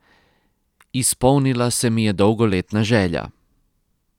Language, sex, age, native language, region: Slovenian, male, 30-49, Croatian, Posavska region